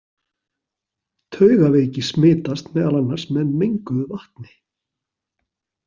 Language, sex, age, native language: Icelandic, male, 40-49, Icelandic